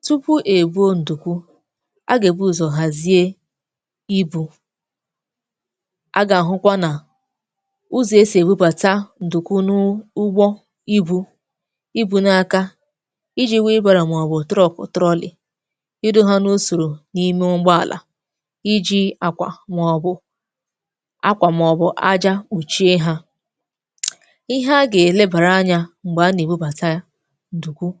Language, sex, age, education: Igbo, female, 15-29, tertiary